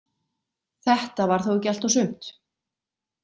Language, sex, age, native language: Icelandic, female, 40-49, Icelandic